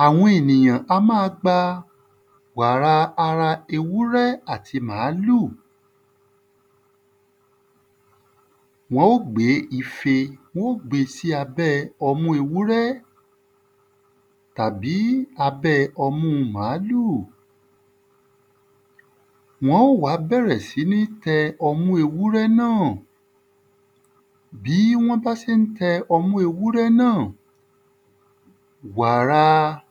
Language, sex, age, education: Yoruba, male, 30-45, tertiary